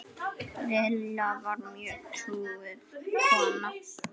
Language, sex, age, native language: Icelandic, female, 9, Icelandic